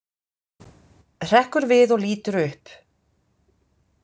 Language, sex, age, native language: Icelandic, female, 50-59, Icelandic